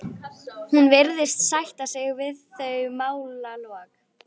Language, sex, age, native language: Icelandic, female, 11, Icelandic